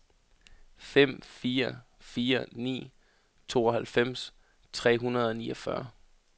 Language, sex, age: Danish, male, 33